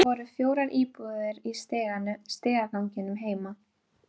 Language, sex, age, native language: Icelandic, female, 12, Icelandic